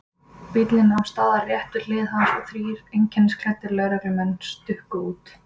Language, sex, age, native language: Icelandic, female, 20-29, Icelandic